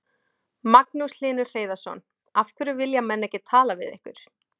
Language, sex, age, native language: Icelandic, female, 20-29, Icelandic